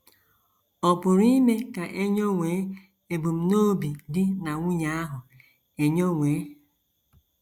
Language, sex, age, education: Igbo, female, 46-60, tertiary